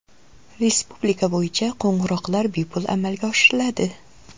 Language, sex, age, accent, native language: Uzbek, female, 25-34, Qoraqalpog'iston, Uzbek